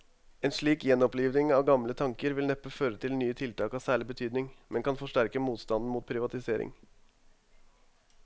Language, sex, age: Norwegian, male, 21